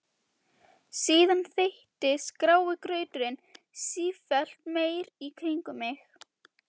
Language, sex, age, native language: Icelandic, female, 12, Icelandic